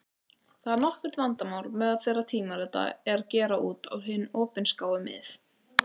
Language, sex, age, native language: Icelandic, female, 18-19, Icelandic